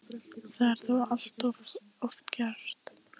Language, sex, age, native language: Icelandic, female, 14, Icelandic